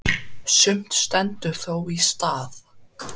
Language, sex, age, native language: Icelandic, male, 10, Icelandic